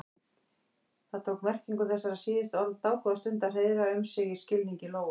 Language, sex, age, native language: Icelandic, female, 60-69, Icelandic